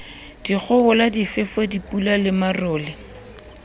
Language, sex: Southern Sotho, female